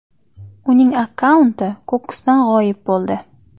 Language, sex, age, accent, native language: Uzbek, female, 25-34, Xorazm, Uzbek